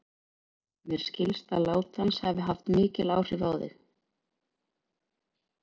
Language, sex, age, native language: Icelandic, female, 40-49, Icelandic